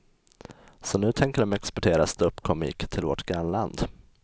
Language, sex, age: Swedish, male, 20